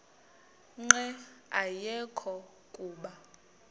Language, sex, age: Xhosa, female, 38